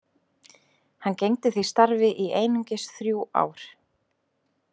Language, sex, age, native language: Icelandic, female, 20-29, Icelandic